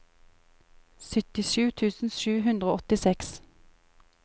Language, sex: Norwegian, female